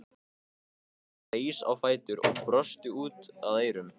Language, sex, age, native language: Icelandic, male, 15, Icelandic